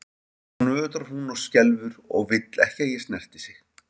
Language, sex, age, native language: Icelandic, male, 50-59, Icelandic